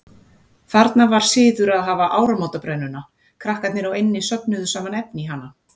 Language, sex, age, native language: Icelandic, female, 40-49, Icelandic